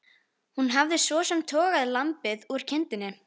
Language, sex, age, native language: Icelandic, female, 13, Icelandic